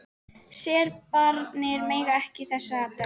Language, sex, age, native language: Icelandic, female, 13, Icelandic